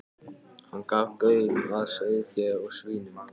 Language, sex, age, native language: Icelandic, male, 14, Icelandic